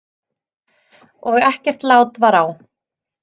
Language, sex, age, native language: Icelandic, female, 30-39, Icelandic